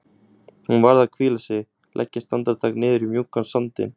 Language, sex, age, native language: Icelandic, male, 20-29, Icelandic